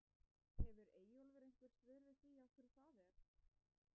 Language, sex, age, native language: Icelandic, female, 20-29, Icelandic